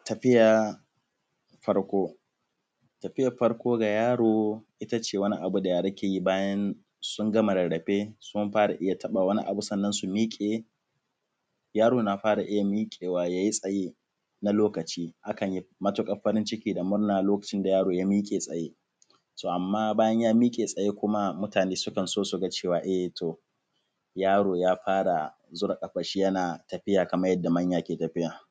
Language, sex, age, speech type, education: Hausa, male, 15-29, spontaneous, primary